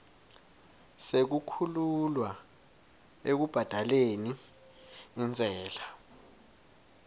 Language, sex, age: Swati, male, 21